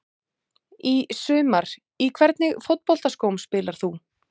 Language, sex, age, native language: Icelandic, female, 30-39, Icelandic